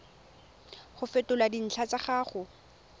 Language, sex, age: Tswana, female, 21